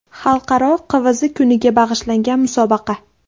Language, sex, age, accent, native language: Uzbek, female, 18-24, Andijon, Uzbek